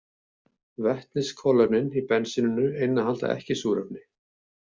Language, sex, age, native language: Icelandic, male, 70-79, Icelandic